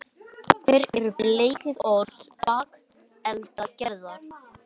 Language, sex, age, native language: Icelandic, male, 20-29, Icelandic